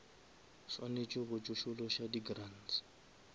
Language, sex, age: Northern Sotho, male, 23